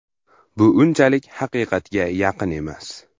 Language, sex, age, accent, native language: Uzbek, male, under 19, Farg'ona, Uzbek